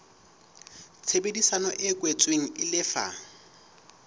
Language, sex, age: Southern Sotho, male, 19